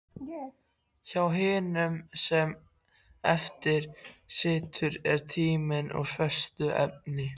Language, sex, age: Icelandic, other, 14